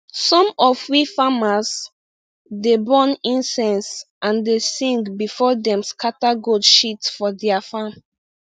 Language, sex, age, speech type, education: Nigerian Pidgin, female, 15-29, spontaneous, tertiary